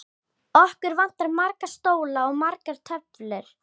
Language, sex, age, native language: Icelandic, female, 10, Icelandic